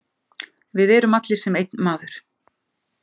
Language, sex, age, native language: Icelandic, female, 50-59, Icelandic